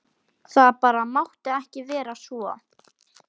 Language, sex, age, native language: Icelandic, female, 12, Icelandic